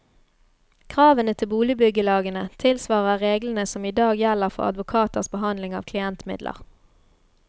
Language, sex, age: Norwegian, female, 33